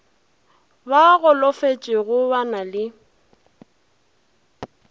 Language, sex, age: Northern Sotho, female, 20